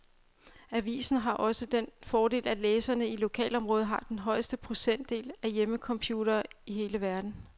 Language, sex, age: Danish, female, 35